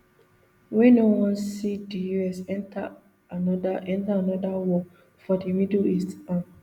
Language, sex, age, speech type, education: Nigerian Pidgin, female, 15-29, spontaneous, tertiary